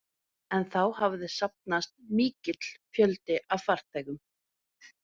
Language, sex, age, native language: Icelandic, female, 30-39, Norwegian